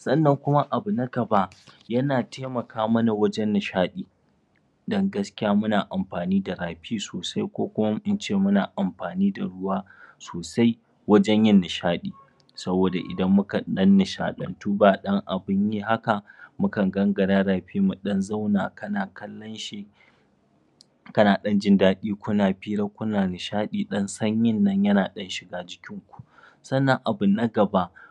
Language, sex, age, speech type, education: Hausa, male, 30-45, spontaneous, tertiary